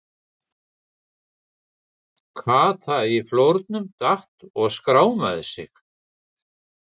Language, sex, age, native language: Icelandic, male, 60-69, Icelandic